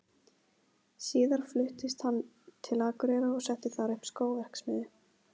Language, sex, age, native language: Icelandic, female, 15, Icelandic